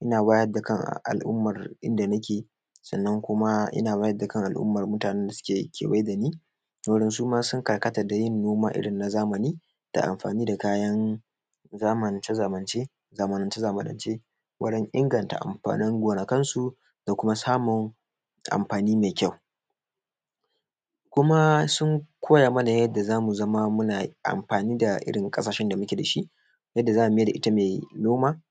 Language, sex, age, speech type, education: Hausa, male, 15-29, spontaneous, tertiary